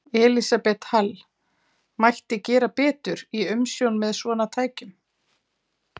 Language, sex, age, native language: Icelandic, female, 40-49, Icelandic